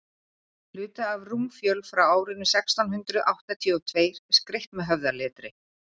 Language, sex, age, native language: Icelandic, female, 50-59, Icelandic